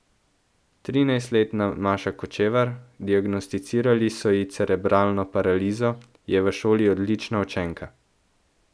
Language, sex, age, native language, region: Slovenian, male, 18-29, Slovenian, Central Slovenia